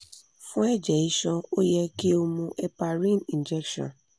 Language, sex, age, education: Yoruba, female, 15-29, tertiary